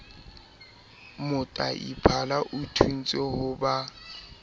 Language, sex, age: Southern Sotho, male, 21